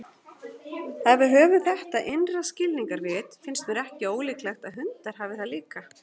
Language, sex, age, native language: Icelandic, female, 40-49, Icelandic